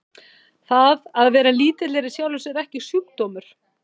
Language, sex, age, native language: Icelandic, female, 50-59, Icelandic